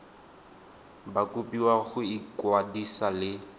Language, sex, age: Tswana, male, 19